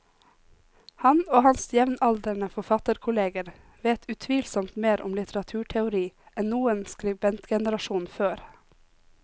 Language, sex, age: Norwegian, female, 26